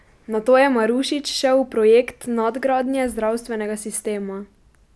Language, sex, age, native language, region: Slovenian, female, 12-17, Slovenian, Pomurje region